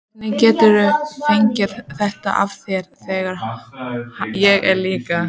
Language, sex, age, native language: Icelandic, female, 14, Icelandic